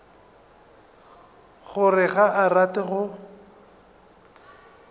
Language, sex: Northern Sotho, male